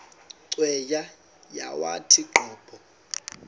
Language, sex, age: Xhosa, male, 19